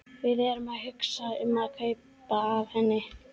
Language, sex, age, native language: Icelandic, female, 12, Icelandic